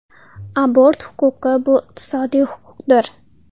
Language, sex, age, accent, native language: Uzbek, female, 12-17, Andijon, Uzbek